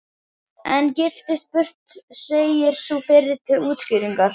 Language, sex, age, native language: Icelandic, male, 11, Icelandic